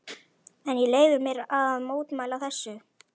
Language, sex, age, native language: Icelandic, male, 11, Icelandic